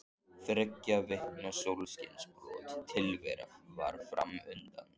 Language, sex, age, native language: Icelandic, male, 14, Icelandic